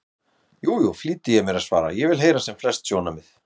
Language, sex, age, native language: Icelandic, male, 40-49, Icelandic